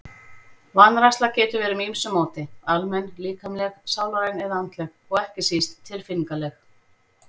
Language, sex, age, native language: Icelandic, female, 40-49, Icelandic